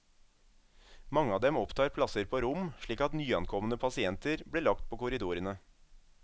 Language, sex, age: Norwegian, male, 27